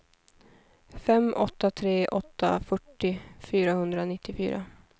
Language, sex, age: Swedish, female, 23